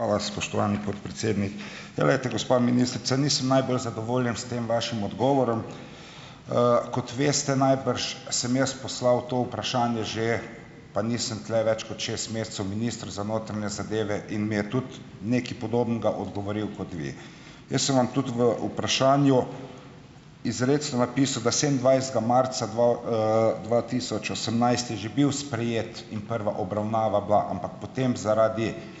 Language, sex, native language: Slovenian, male, Slovenian